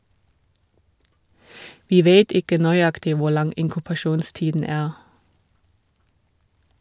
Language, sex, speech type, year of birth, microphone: Norwegian, female, read, 1979, Shure